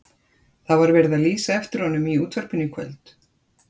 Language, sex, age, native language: Icelandic, female, 50-59, Icelandic